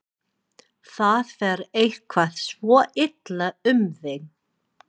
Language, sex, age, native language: Icelandic, female, 40-49, English